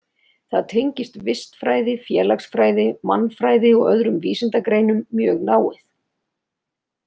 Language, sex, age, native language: Icelandic, female, 30-39, Icelandic